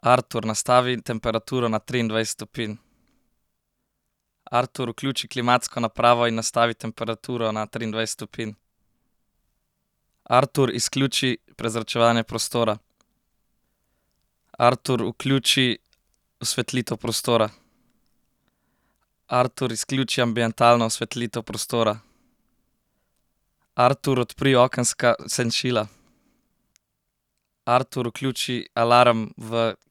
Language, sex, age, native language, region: Slovenian, male, 18-29, Slovenian, Central Slovenia